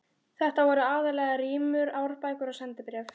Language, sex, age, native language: Icelandic, female, 12, Icelandic